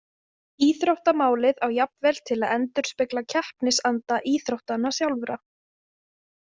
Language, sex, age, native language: Icelandic, female, 20-29, Icelandic